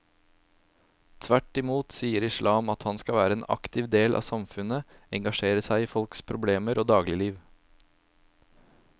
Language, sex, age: Norwegian, male, 27